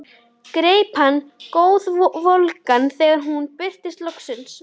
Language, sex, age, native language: Icelandic, female, 11, Icelandic